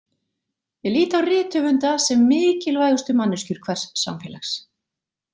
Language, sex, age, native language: Icelandic, female, 40-49, Icelandic